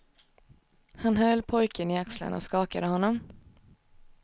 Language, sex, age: Swedish, female, 19